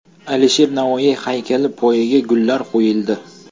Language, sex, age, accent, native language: Uzbek, male, 18-24, Toshkent shahri, Uzbek